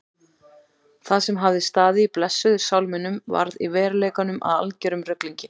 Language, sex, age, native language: Icelandic, female, 40-49, Icelandic